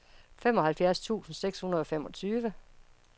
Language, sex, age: Danish, female, 55